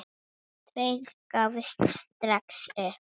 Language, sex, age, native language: Icelandic, female, 9, Icelandic